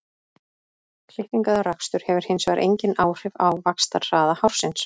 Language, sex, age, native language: Icelandic, female, 30-39, Icelandic